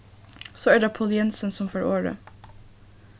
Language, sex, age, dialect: Faroese, female, 15-35, Suðurstreymoy